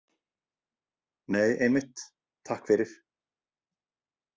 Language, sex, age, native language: Icelandic, male, 40-49, Icelandic